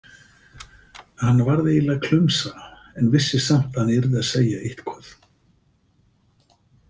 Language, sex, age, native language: Icelandic, male, 50-59, Icelandic